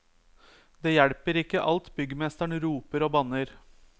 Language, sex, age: Norwegian, male, 30